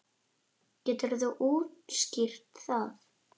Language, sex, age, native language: Icelandic, female, 8, Icelandic